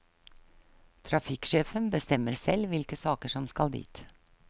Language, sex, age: Norwegian, female, 48